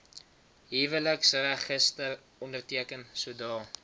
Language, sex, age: Afrikaans, male, 19